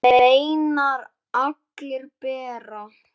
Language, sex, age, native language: Icelandic, male, 9, Icelandic